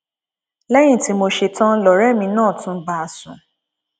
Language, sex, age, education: Yoruba, female, 15-29, tertiary